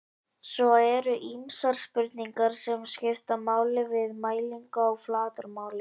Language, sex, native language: Icelandic, male, Icelandic